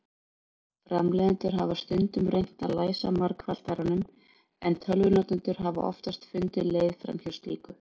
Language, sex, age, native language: Icelandic, female, 40-49, Icelandic